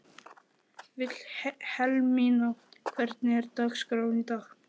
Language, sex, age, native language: Icelandic, male, 11, Icelandic